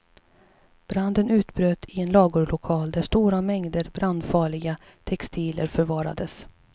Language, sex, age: Swedish, female, 37